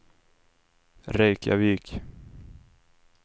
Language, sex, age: Swedish, male, 26